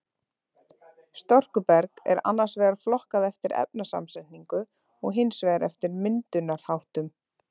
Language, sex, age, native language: Icelandic, female, 30-39, Icelandic